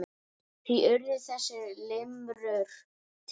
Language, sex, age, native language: Icelandic, male, 9, Icelandic